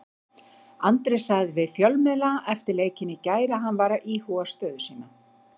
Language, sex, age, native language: Icelandic, female, 50-59, Icelandic